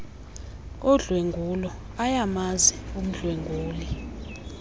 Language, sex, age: Xhosa, female, 24